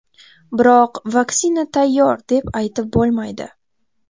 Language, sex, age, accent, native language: Uzbek, female, 12-17, Toshkent viloyati, Uzbek